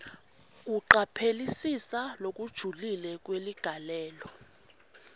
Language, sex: Swati, female